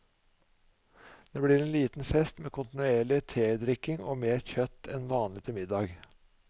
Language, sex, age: Norwegian, male, 45